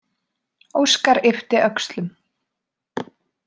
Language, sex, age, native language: Icelandic, female, 20-29, Icelandic